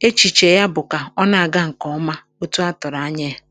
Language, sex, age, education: Igbo, female, 46-60, tertiary